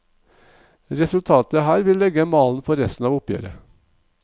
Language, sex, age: Norwegian, male, 45